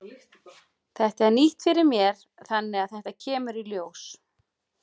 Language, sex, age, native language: Icelandic, female, 40-49, Icelandic